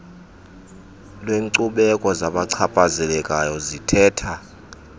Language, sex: Xhosa, male